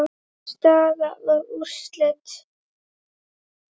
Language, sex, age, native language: Icelandic, female, 8, Icelandic